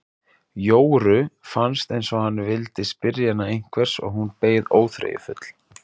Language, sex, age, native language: Icelandic, male, 30-39, Icelandic